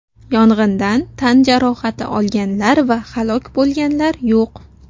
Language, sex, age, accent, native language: Uzbek, female, 19-29, Navoiy, Uzbek